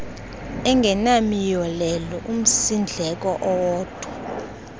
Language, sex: Xhosa, female